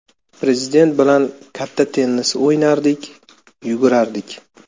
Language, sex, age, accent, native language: Uzbek, male, 35+, Toshkent viloyati, Uzbek